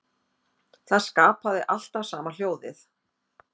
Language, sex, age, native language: Icelandic, female, 50-59, Icelandic